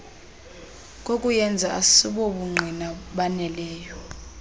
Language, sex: Xhosa, female